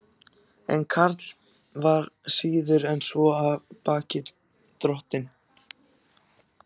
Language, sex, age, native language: Icelandic, other, 14, Icelandic